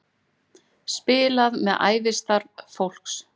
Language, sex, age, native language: Icelandic, female, 40-49, Icelandic